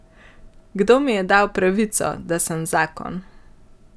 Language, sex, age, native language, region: Slovenian, male, 50-59, Slovenian, Central Slovenia